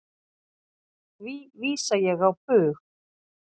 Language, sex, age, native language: Icelandic, female, 40-49, Icelandic